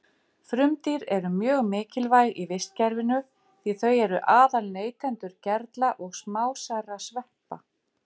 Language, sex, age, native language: Icelandic, female, 50-59, Icelandic